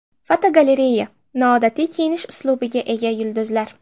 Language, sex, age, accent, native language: Uzbek, female, 12-17, Namangan, Uzbek